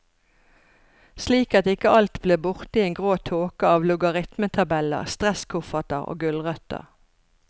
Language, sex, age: Norwegian, female, 54